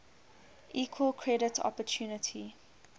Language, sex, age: English, female, 21